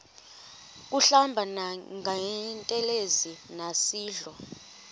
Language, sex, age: Xhosa, female, 23